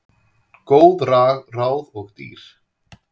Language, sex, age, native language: Icelandic, male, 30-39, Icelandic